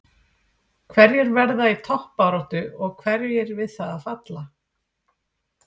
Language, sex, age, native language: Icelandic, female, 40-49, Icelandic